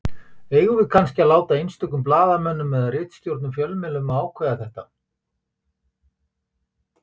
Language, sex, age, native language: Icelandic, male, 50-59, Icelandic